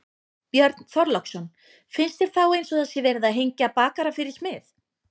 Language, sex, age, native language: Icelandic, female, 20-29, Icelandic